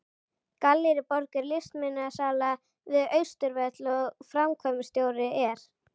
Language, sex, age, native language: Icelandic, female, 11, Icelandic